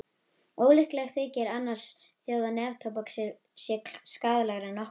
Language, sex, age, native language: Icelandic, female, 18-19, Icelandic